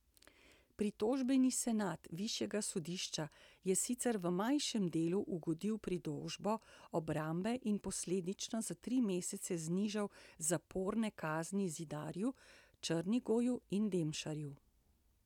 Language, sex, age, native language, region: Slovenian, female, 60+, Slovenian, Central Slovenia